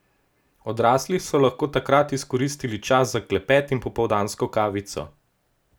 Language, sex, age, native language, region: Slovenian, male, 18-29, Slovenian, Gorenjska region